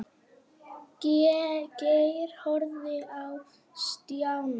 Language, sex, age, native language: Icelandic, male, 8, Icelandic